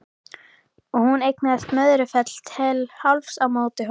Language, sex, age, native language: Icelandic, female, 13, Icelandic